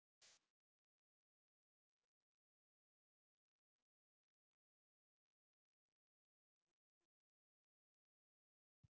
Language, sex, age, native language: Icelandic, male, 40-49, English